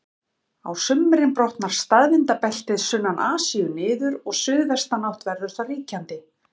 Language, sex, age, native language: Icelandic, female, 50-59, Icelandic